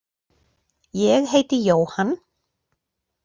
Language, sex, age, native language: Icelandic, female, 40-49, Icelandic